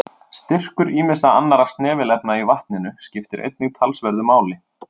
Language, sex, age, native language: Icelandic, male, 30-39, Icelandic